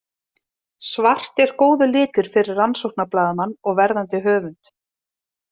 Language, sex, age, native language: Icelandic, female, 30-39, Icelandic